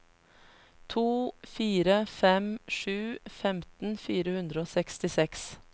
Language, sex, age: Norwegian, female, 33